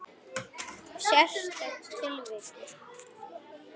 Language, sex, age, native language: Icelandic, female, 9, Icelandic